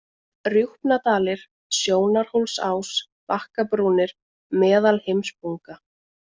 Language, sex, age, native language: Icelandic, female, 20-29, Icelandic